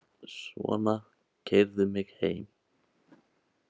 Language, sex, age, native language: Icelandic, male, 18-19, Icelandic